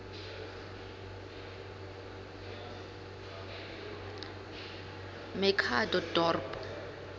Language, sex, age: South Ndebele, female, 23